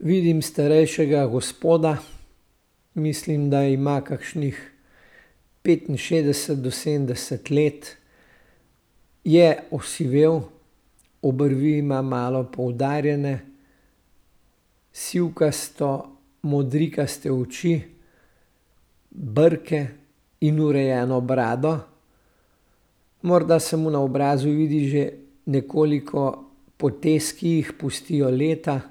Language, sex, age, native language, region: Slovenian, male, 60+, Slovenian, Central Slovenia